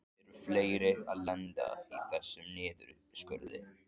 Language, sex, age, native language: Icelandic, male, 14, Icelandic